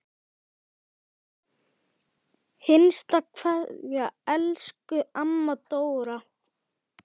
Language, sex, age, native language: Icelandic, male, 10, Icelandic